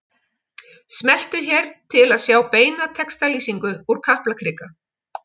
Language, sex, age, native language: Icelandic, female, 50-59, Icelandic